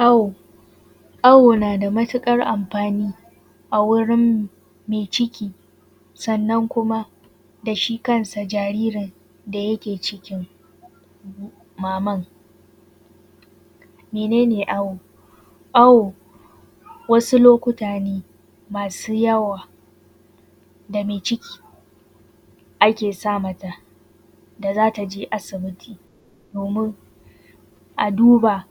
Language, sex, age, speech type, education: Hausa, female, 15-29, spontaneous, tertiary